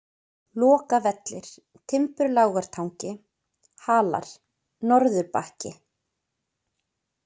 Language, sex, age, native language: Icelandic, female, 20-29, Icelandic